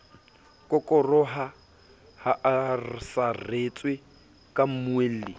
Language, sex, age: Southern Sotho, male, 27